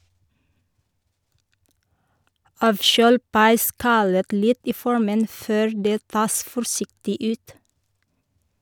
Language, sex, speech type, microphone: Norwegian, female, read, Shure